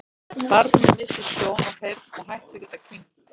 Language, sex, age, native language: Icelandic, female, 60-69, Icelandic